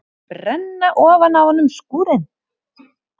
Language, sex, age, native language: Icelandic, female, 30-39, Icelandic